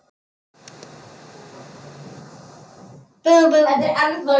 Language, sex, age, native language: Icelandic, male, 8, Icelandic